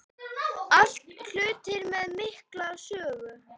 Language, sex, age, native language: Icelandic, female, 9, Icelandic